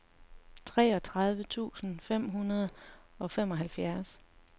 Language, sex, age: Danish, female, 35